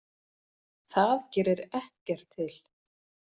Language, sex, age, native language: Icelandic, female, 40-49, Icelandic